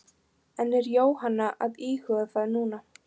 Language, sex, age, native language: Icelandic, female, 15, Icelandic